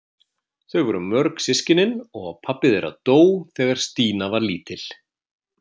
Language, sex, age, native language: Icelandic, male, 50-59, Icelandic